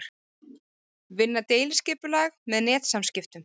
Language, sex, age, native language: Icelandic, female, 30-39, Icelandic